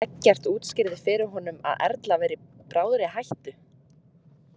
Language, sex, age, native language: Icelandic, female, 18-19, Icelandic